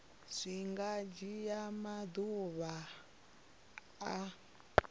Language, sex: Venda, female